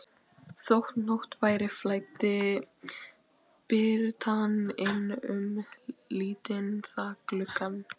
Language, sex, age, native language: Icelandic, female, 12, Icelandic